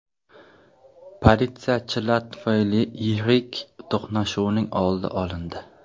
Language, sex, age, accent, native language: Uzbek, male, 25-34, Qashqadaryo, Uzbek